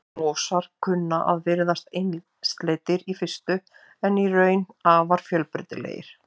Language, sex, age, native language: Icelandic, female, 50-59, Icelandic